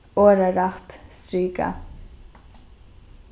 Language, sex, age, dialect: Faroese, female, 15-35, Norðurstreymoy/Eysturoy